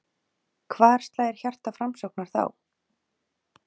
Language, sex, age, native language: Icelandic, female, 40-49, Icelandic